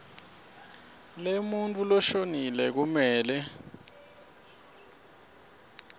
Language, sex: Swati, male